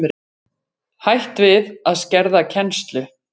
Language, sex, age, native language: Icelandic, female, 40-49, Icelandic